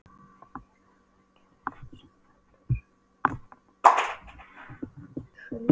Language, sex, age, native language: Icelandic, female, 12, Polish